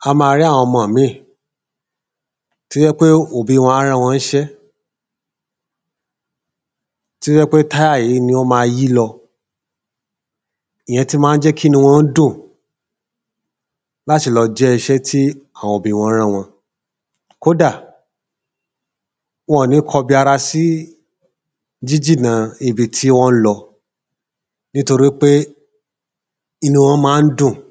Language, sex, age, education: Yoruba, male, 30-45, tertiary